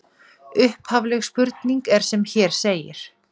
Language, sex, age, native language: Icelandic, female, 40-49, Icelandic